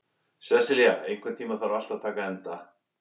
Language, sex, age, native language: Icelandic, male, 11, English